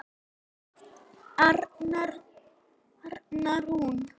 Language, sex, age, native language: Icelandic, male, 40-49, Icelandic